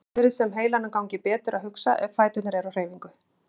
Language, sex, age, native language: Icelandic, female, 50-59, Icelandic